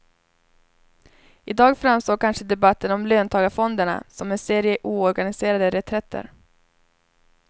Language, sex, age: Swedish, female, 21